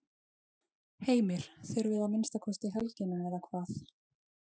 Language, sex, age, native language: Icelandic, female, 20-29, Icelandic